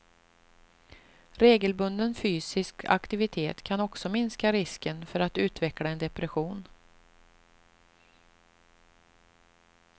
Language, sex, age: Swedish, female, 38